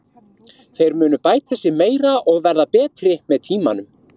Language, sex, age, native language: Icelandic, male, 30-39, Icelandic